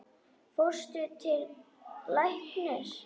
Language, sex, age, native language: Icelandic, female, 10, Icelandic